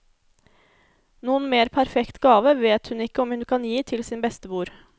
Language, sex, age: Norwegian, female, 24